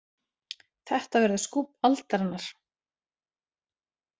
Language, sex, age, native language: Icelandic, female, 40-49, Icelandic